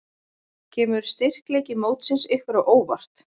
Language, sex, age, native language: Icelandic, female, 20-29, Icelandic